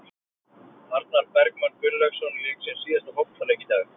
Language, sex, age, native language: Icelandic, male, 30-39, Icelandic